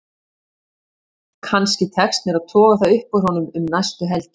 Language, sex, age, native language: Icelandic, female, 50-59, Icelandic